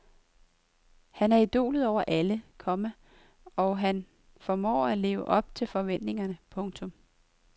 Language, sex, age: Danish, female, 23